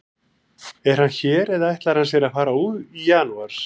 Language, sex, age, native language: Icelandic, male, 40-49, Icelandic